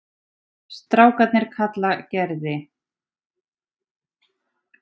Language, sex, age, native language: Icelandic, female, 40-49, Icelandic